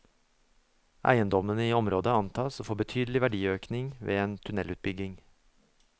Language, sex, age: Norwegian, male, 24